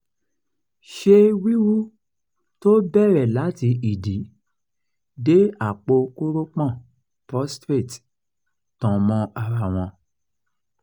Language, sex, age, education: Yoruba, male, 46-60, tertiary